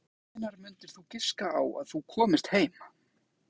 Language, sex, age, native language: Icelandic, male, 20-29, Icelandic